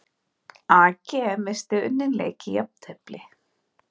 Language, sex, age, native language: Icelandic, female, 30-39, Icelandic